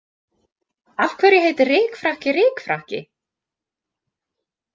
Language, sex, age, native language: Icelandic, female, 20-29, Icelandic